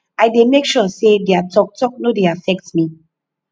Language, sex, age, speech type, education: Nigerian Pidgin, female, 15-29, spontaneous, tertiary